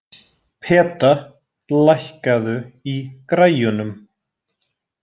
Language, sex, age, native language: Icelandic, male, 20-29, Icelandic